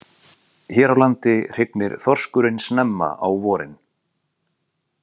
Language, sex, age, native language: Icelandic, male, 40-49, Icelandic